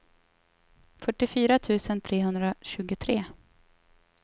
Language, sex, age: Swedish, female, 24